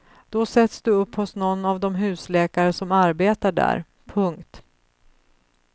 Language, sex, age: Swedish, female, 35